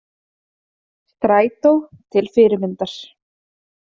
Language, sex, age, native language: Icelandic, female, 30-39, Icelandic